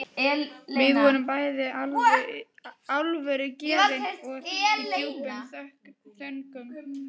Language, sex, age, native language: Icelandic, female, 11, Icelandic